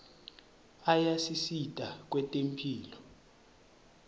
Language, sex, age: Swati, male, 23